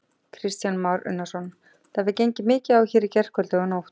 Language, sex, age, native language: Icelandic, female, 40-49, Icelandic